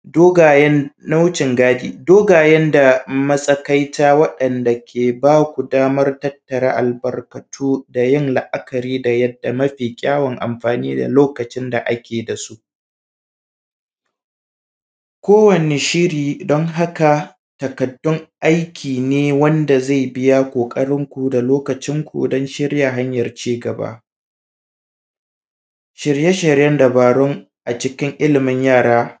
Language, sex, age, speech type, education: Hausa, male, 30-45, spontaneous, primary